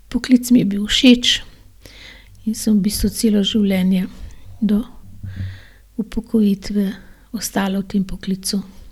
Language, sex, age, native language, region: Slovenian, female, 60+, Slovenian, Gorenjska region